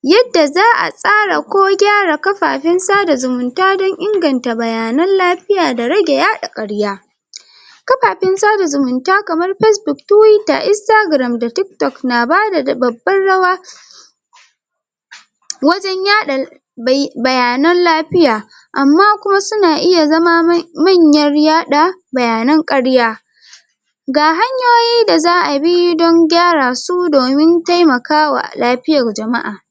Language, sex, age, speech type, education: Hausa, female, 46-60, spontaneous, secondary